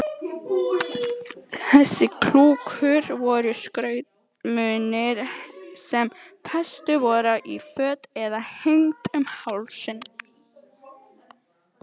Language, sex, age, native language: Icelandic, female, 18-19, Icelandic